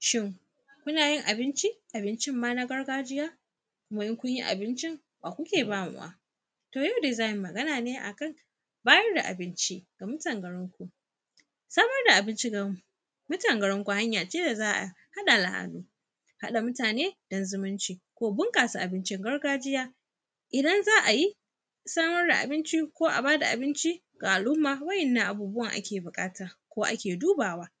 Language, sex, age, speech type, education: Hausa, female, 15-29, spontaneous, tertiary